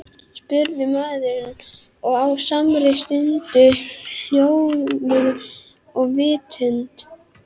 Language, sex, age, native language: Icelandic, female, 11, Icelandic